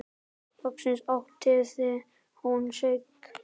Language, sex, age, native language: Icelandic, male, 10, Icelandic